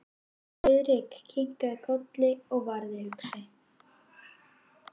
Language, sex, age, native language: Icelandic, female, 11, Icelandic